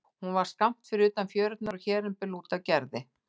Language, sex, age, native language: Icelandic, female, 60-69, Icelandic